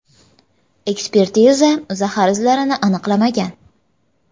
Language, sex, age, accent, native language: Uzbek, female, 18-24, Jizzax, Uzbek